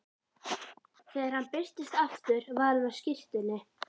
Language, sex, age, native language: Icelandic, female, 11, Icelandic